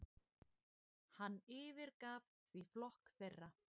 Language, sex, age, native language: Icelandic, female, 20-29, Icelandic